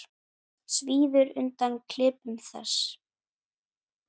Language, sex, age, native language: Icelandic, female, 8, Icelandic